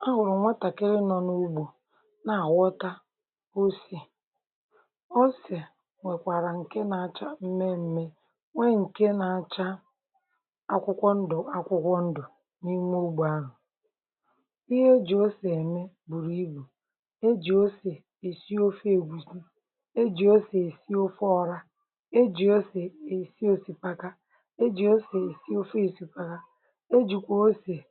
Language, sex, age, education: Igbo, female, 60+, tertiary